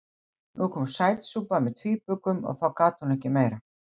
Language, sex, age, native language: Icelandic, female, 60-69, Icelandic